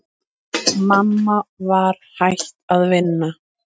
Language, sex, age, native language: Icelandic, male, 7, Icelandic